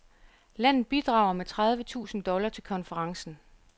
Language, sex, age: Danish, female, 34